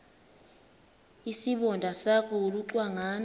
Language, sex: Xhosa, female